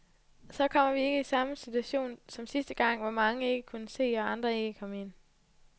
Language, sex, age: Danish, female, 20